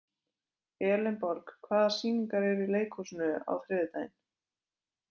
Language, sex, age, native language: Icelandic, female, 20-29, Icelandic